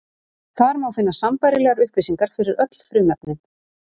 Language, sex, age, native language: Icelandic, female, 30-39, Icelandic